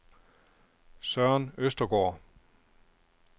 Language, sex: Danish, male